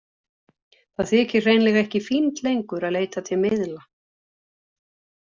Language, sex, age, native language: Icelandic, female, 60-69, Icelandic